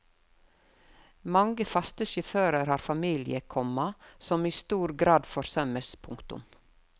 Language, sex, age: Norwegian, female, 52